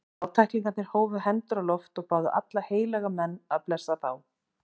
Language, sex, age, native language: Icelandic, female, 40-49, Icelandic